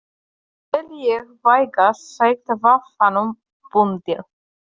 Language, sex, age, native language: Icelandic, female, 30-39, Polish